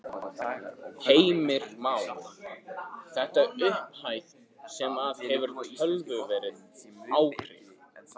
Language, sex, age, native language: Icelandic, male, 15, Icelandic